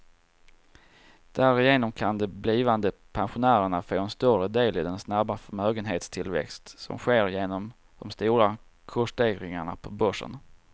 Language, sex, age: Swedish, male, 34